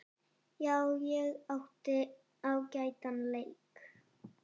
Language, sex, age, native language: Icelandic, female, 7, Icelandic